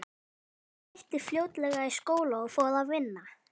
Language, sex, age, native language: Icelandic, male, 11, Icelandic